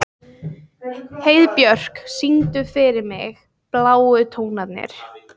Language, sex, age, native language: Icelandic, female, 15, Icelandic